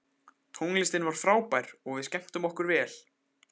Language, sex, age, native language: Icelandic, male, 15, Icelandic